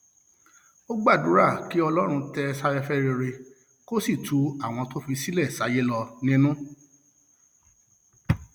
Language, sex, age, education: Yoruba, male, 46-60, tertiary